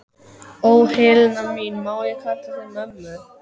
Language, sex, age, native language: Icelandic, male, 12, Icelandic